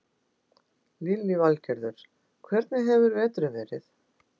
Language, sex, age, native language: Icelandic, female, 60-69, Icelandic